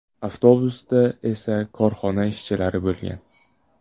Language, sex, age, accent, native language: Uzbek, male, 18-24, Surxondaryo, Uzbek